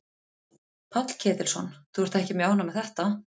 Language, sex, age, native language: Icelandic, female, 30-39, Icelandic